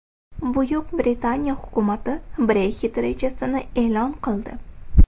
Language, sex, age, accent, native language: Uzbek, female, 18-24, Toshkent shahri, Uzbek